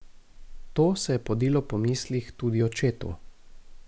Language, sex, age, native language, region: Slovenian, male, 18-29, Slovenian, Gorica region